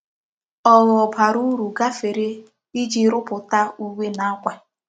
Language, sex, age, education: Igbo, female, 15-29, tertiary